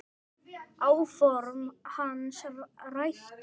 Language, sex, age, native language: Icelandic, male, 10, Icelandic